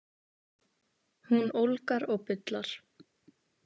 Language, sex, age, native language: Icelandic, female, 18-19, Icelandic